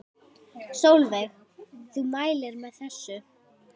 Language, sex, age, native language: Icelandic, female, 10, Icelandic